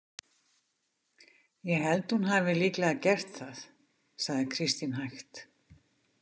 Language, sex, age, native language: Icelandic, female, 50-59, Icelandic